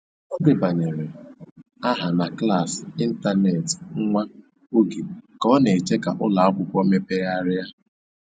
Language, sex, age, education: Igbo, male, 15-29, tertiary